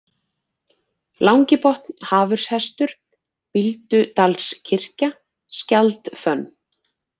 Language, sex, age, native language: Icelandic, female, 40-49, Icelandic